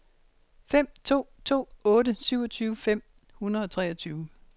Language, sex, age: Danish, female, 60